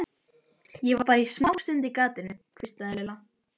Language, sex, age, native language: Icelandic, female, 12, Icelandic